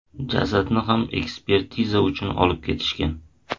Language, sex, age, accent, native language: Uzbek, male, 25-34, Toshkent shahri, Uzbek